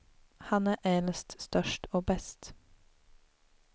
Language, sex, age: Swedish, female, 19